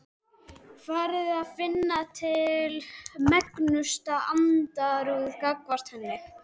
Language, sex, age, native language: Icelandic, male, 12, Icelandic